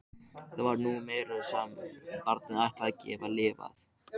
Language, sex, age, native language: Icelandic, male, 13, Icelandic